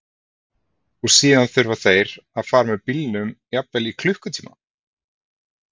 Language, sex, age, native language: Icelandic, male, 30-39, Icelandic